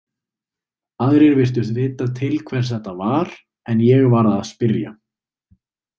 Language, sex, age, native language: Icelandic, male, 20-29, Icelandic